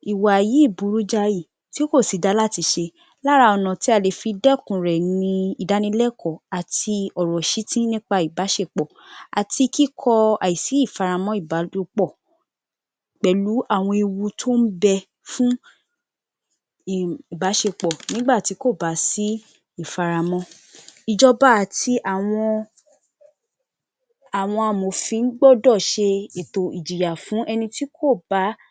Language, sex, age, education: Yoruba, female, 15-29, tertiary